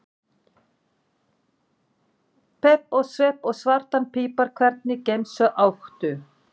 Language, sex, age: Icelandic, female, 40-49